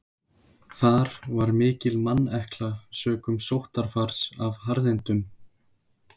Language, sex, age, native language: Icelandic, male, 20-29, Icelandic